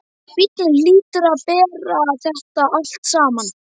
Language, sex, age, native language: Icelandic, male, 12, Icelandic